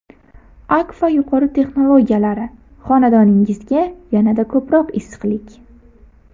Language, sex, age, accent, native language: Uzbek, female, 18-24, Buxoro, Uzbek